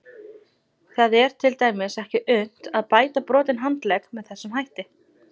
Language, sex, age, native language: Icelandic, female, 20-29, Icelandic